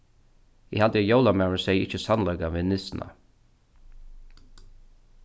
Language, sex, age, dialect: Faroese, male, 36-60, Norðuroyggjar